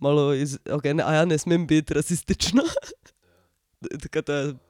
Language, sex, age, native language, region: Slovenian, female, 18-29, Slovenian, Drava region